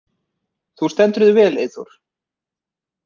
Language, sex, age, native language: Icelandic, male, 20-29, Icelandic